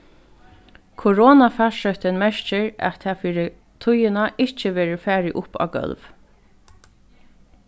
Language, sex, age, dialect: Faroese, female, 15-35, Norðurstreymoy/Eysturoy